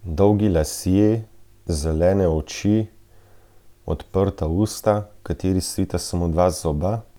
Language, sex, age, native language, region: Slovenian, male, 30-49, Slovenian, Central Slovenia